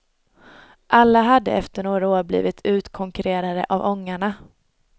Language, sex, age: Swedish, female, 22